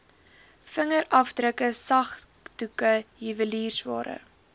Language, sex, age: Afrikaans, female, 18